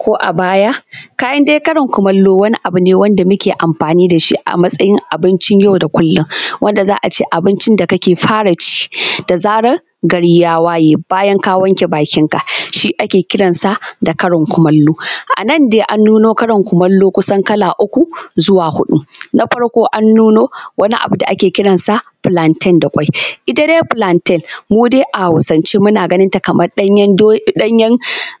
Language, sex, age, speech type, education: Hausa, female, 15-29, spontaneous, tertiary